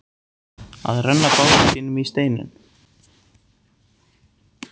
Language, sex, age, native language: Icelandic, male, 18-19, Icelandic